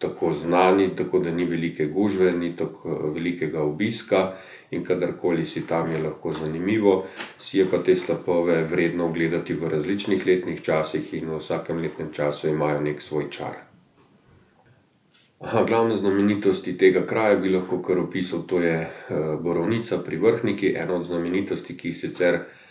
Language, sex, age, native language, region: Slovenian, male, 50-59, Slovenian, Central Slovenia